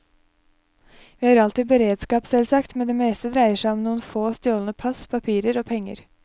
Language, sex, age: Norwegian, female, 23